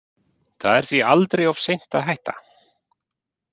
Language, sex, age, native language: Icelandic, male, 40-49, Icelandic